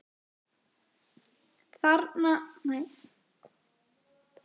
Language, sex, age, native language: Icelandic, female, 10, Icelandic